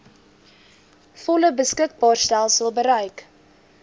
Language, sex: Afrikaans, female